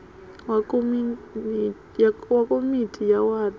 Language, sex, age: Venda, female, 21